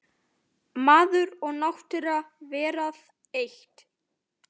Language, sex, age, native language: Icelandic, male, 9, Icelandic